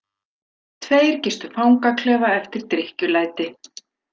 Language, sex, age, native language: Icelandic, female, 60-69, Icelandic